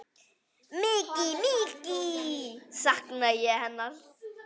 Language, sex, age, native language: Icelandic, female, 9, Icelandic